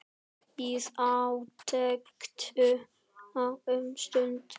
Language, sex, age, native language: Icelandic, male, 10, Icelandic